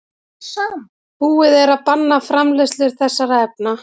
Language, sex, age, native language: Icelandic, female, 30-39, Icelandic